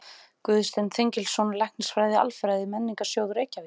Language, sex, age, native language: Icelandic, female, 30-39, Icelandic